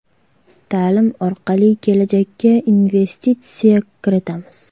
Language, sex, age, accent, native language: Uzbek, female, 18-24, Toshkent viloyati, Uzbek